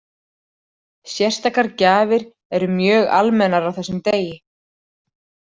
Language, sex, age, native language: Icelandic, female, 40-49, Icelandic